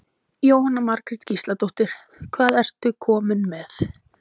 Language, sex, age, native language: Icelandic, female, 20-29, Icelandic